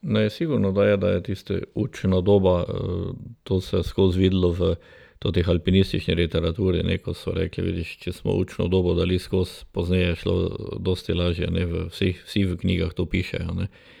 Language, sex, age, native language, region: Slovenian, male, 60+, Slovenian, Drava region